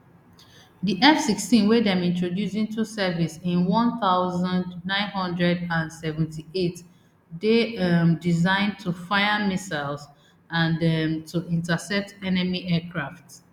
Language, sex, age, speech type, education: Nigerian Pidgin, female, 30-45, spontaneous, tertiary